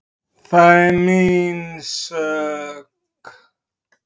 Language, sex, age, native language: Icelandic, male, 30-39, Icelandic